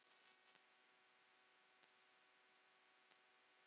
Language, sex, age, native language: Icelandic, female, 9, Icelandic